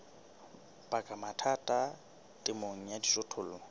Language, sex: Southern Sotho, male